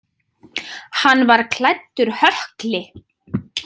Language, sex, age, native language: Icelandic, female, 30-39, Icelandic